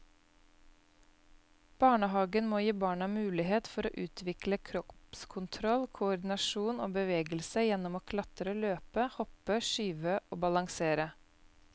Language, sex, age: Norwegian, female, 29